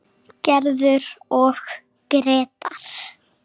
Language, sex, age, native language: Icelandic, female, 7, Icelandic